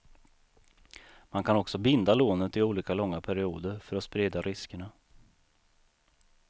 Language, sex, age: Swedish, male, 39